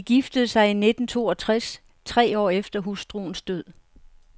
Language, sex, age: Danish, female, 69